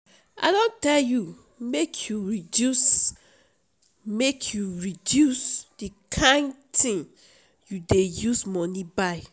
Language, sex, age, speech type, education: Nigerian Pidgin, female, 30-45, spontaneous, tertiary